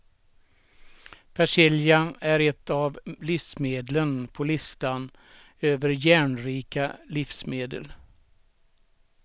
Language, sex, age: Swedish, male, 67